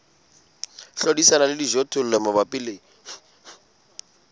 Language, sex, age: Southern Sotho, male, 22